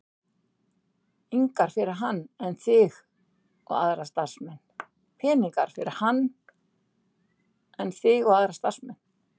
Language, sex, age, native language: Icelandic, female, 60-69, Icelandic